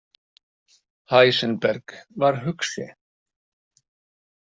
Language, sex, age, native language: Icelandic, male, 60-69, Icelandic